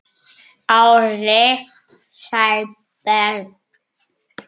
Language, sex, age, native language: Icelandic, male, 9, Icelandic